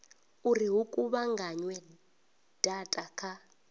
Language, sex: Venda, female